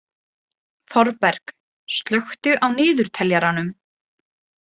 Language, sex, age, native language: Icelandic, female, 20-29, Icelandic